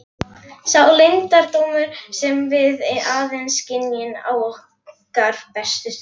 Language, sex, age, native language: Icelandic, female, 11, Icelandic